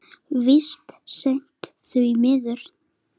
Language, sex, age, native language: Icelandic, female, 9, Icelandic